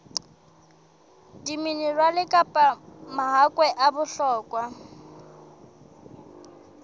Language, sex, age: Southern Sotho, female, 22